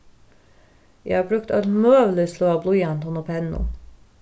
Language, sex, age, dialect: Faroese, female, 36-60, Norðurstreymoy/Eysturoy